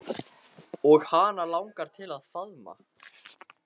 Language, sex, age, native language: Icelandic, male, 14, Icelandic